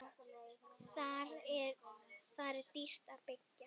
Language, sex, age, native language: Icelandic, female, 10, Icelandic